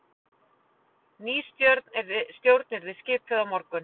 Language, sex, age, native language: Icelandic, female, 40-49, Icelandic